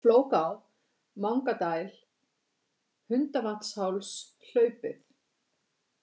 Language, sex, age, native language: Icelandic, female, 50-59, Icelandic